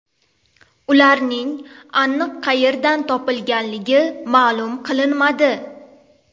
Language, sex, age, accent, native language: Uzbek, female, 18-24, Toshkent viloyati, Uzbek